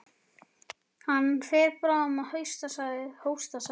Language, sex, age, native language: Icelandic, male, 11, Icelandic